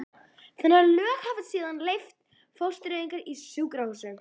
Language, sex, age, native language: Icelandic, female, 11, Icelandic